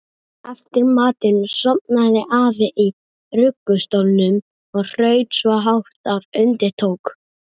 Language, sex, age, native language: Icelandic, female, 30-39, Icelandic